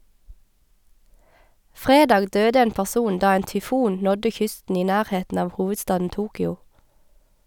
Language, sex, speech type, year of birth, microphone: Norwegian, female, read, 1989, Sennheiser